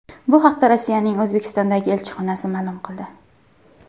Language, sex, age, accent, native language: Uzbek, female, 19-29, Qashqadaryo, Uzbek